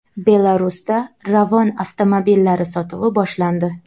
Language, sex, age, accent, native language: Uzbek, female, 18-24, Navoiy, Uzbek